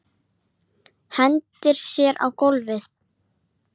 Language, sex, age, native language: Icelandic, female, 9, Icelandic